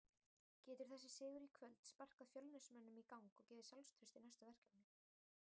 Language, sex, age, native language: Icelandic, female, 18-19, Icelandic